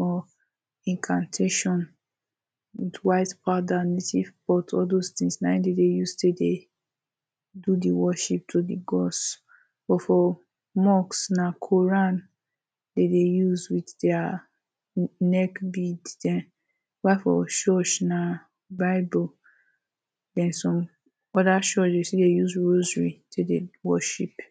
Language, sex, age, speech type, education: Nigerian Pidgin, female, 30-45, spontaneous, tertiary